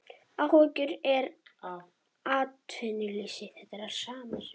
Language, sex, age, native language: Icelandic, female, 21, Icelandic